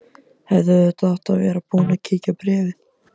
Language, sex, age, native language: Icelandic, male, 14, Icelandic